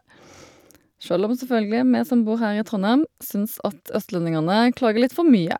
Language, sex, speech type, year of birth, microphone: Norwegian, female, spontaneous, 1972, Shure